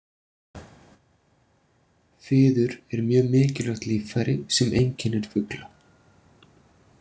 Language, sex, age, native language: Icelandic, male, 40-49, Icelandic